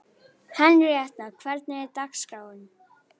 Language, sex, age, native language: Icelandic, female, 11, Icelandic